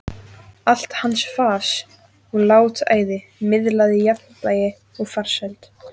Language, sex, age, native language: Icelandic, female, 14, Icelandic